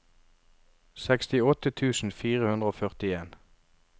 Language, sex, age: Norwegian, male, 33